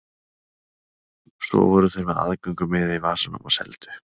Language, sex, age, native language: Icelandic, male, 30-39, Icelandic